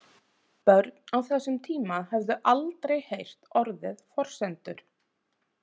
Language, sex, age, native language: Icelandic, female, 30-39, Icelandic